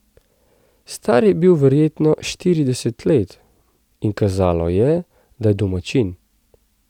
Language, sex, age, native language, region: Slovenian, male, 30-49, Slovenian, Central Slovenia